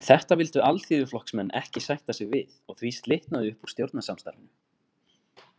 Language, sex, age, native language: Icelandic, male, 20-29, Icelandic